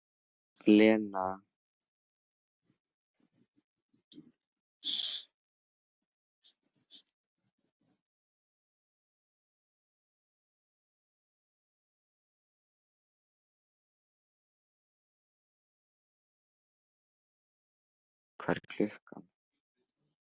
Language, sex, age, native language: Icelandic, male, 16, Icelandic